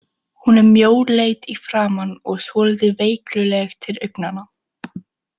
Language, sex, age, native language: Icelandic, female, 18-19, Icelandic